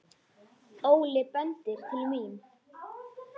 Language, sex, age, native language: Icelandic, female, 10, Icelandic